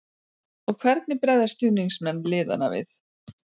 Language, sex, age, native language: Icelandic, female, 40-49, Icelandic